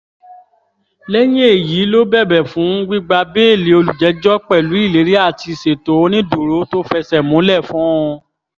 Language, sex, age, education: Yoruba, female, 15-29, tertiary